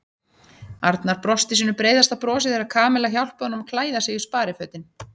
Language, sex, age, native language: Icelandic, female, 30-39, Icelandic